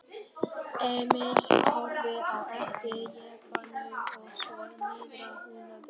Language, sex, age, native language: Icelandic, male, 11, Vietnamese